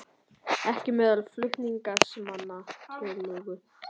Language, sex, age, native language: Icelandic, male, 21, Icelandic